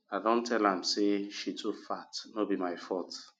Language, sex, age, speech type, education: Nigerian Pidgin, male, 30-45, spontaneous, tertiary